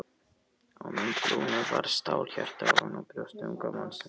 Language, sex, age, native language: Icelandic, male, 12, Icelandic